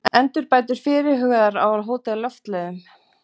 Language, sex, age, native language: Icelandic, female, 40-49, Icelandic